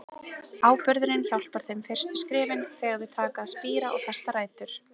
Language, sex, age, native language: Icelandic, female, 30-39, Icelandic